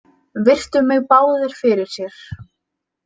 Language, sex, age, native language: Icelandic, female, 18-19, Icelandic